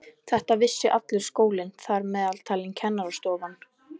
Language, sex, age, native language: Icelandic, female, 11, Icelandic